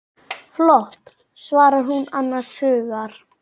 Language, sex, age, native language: Icelandic, male, 9, Icelandic